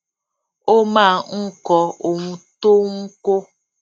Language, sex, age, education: Yoruba, female, 46-60, tertiary